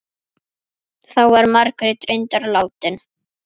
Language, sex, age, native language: Icelandic, female, 8, Icelandic